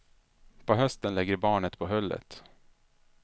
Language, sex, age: Swedish, male, 33